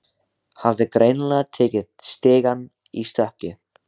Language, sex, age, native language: Icelandic, male, 16, Icelandic